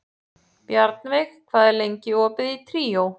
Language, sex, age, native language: Icelandic, female, 40-49, Icelandic